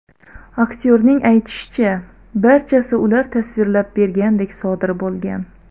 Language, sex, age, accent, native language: Uzbek, female, 30-39, Xorazm, Uzbek